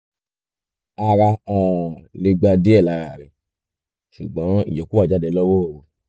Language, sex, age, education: Yoruba, male, 15-29, tertiary